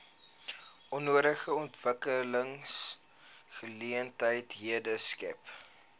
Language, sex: Afrikaans, male